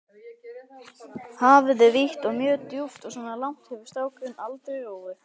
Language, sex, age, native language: Icelandic, male, 18-19, Icelandic